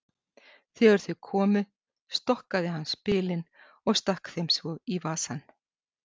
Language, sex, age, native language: Icelandic, female, 60-69, Icelandic